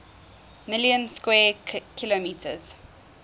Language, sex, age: English, female, 19